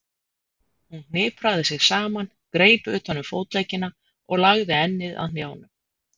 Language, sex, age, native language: Icelandic, female, 50-59, Icelandic